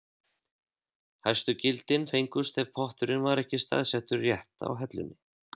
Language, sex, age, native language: Icelandic, male, 30-39, Icelandic